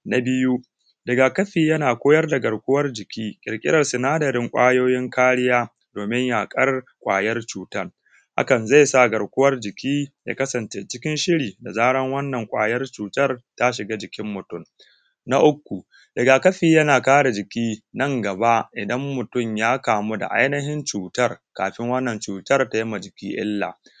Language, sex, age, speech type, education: Hausa, male, 15-29, spontaneous, tertiary